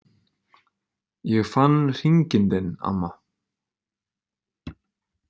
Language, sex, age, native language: Icelandic, male, 20-29, Icelandic